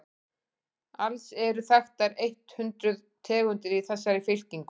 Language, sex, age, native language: Icelandic, female, 40-49, Icelandic